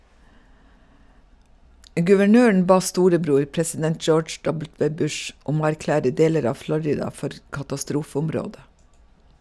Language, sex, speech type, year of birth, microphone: Norwegian, female, read, 1956, Shure